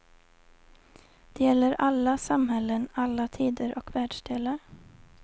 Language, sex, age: Swedish, female, 20